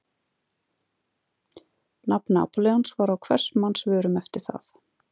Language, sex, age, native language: Icelandic, female, 40-49, Icelandic